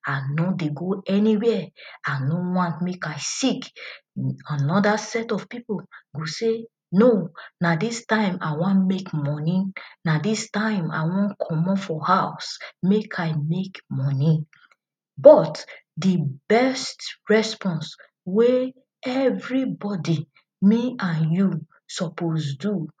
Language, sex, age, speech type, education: Nigerian Pidgin, female, 30-45, spontaneous, tertiary